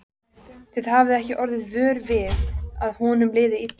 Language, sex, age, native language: Icelandic, female, 14, Icelandic